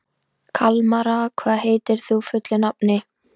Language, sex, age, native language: Icelandic, female, 13, Icelandic